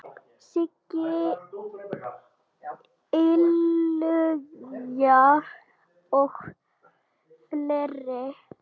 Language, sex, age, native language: Icelandic, female, 8, Icelandic